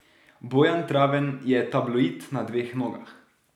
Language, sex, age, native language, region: Slovenian, male, 18-29, Slovenian, Drava region